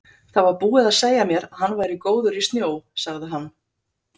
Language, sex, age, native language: Icelandic, female, 30-39, Icelandic